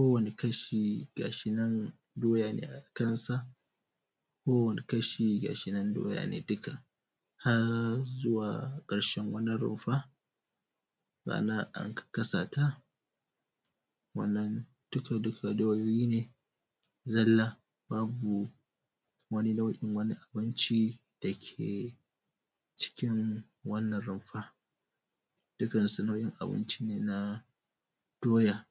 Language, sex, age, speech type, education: Hausa, male, 15-29, spontaneous, primary